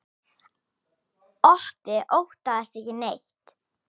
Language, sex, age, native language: Icelandic, female, 10, Icelandic